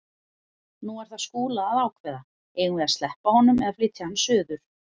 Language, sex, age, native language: Icelandic, female, 40-49, Icelandic